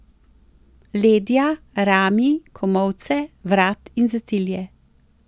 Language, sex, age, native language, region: Slovenian, female, 60+, Slovenian, Central Slovenia